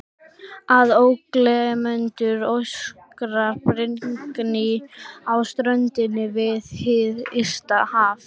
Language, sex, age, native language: Icelandic, female, 12, Icelandic